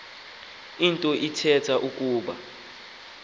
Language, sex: Xhosa, male